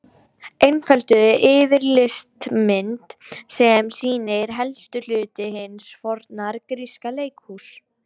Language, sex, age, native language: Icelandic, female, 18-19, Icelandic